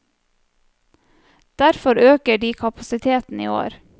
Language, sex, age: Norwegian, female, 34